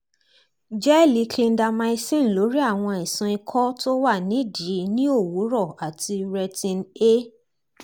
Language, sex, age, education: Yoruba, female, 30-45, tertiary